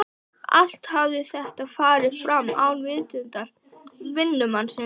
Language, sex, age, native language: Icelandic, female, 12, Icelandic